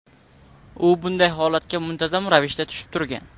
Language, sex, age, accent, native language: Uzbek, male, 18-24, Samarqand, Uzbek